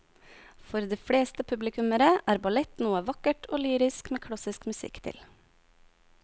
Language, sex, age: Norwegian, female, 22